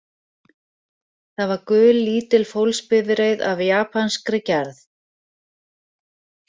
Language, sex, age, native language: Icelandic, female, 40-49, Icelandic